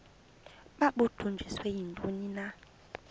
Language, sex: Xhosa, female